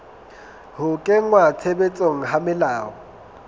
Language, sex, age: Southern Sotho, male, 22